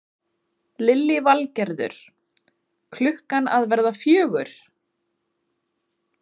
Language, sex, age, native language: Icelandic, female, 20-29, Icelandic